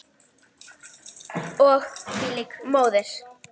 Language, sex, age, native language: Icelandic, female, 10, Icelandic